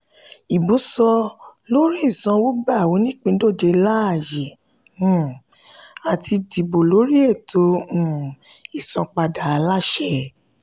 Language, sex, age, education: Yoruba, female, 30-45, tertiary